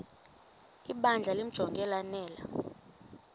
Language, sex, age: Xhosa, female, 23